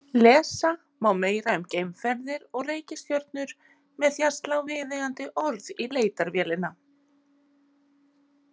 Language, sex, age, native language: Icelandic, female, 40-49, Icelandic